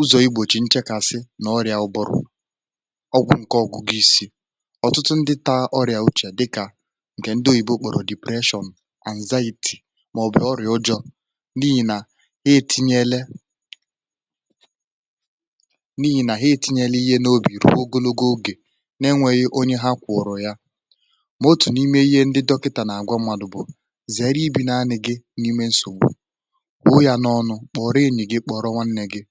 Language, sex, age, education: Igbo, male, 15-29, tertiary